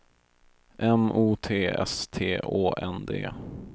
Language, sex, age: Swedish, male, 22